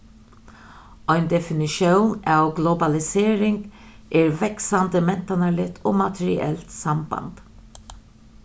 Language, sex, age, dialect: Faroese, female, 36-60, Norðurstreymoy/Eysturoy